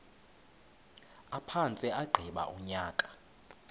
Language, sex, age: Xhosa, male, 20